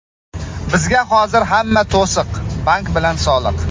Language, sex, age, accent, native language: Uzbek, male, 25-34, Toshkent viloyati, Uzbek